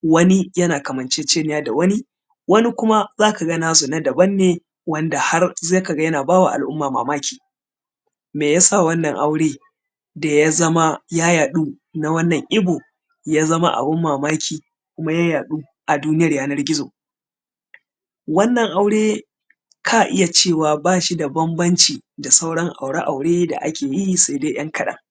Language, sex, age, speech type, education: Hausa, male, 30-45, spontaneous, tertiary